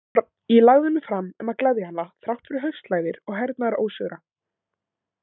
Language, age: Icelandic, 18-19